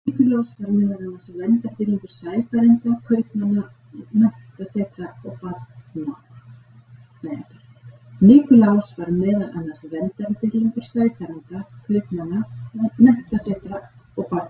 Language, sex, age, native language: Icelandic, female, 40-49, Icelandic